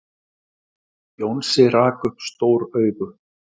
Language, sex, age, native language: Icelandic, male, 40-49, Icelandic